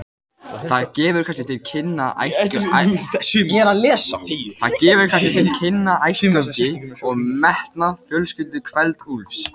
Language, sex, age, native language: Icelandic, male, 18-19, Icelandic